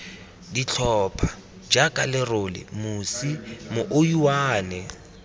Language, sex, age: Tswana, male, 24